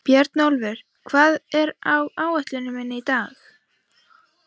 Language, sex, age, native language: Icelandic, female, 15, Icelandic